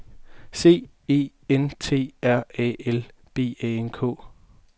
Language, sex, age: Danish, male, 20